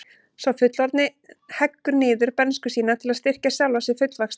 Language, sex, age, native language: Icelandic, female, 30-39, Icelandic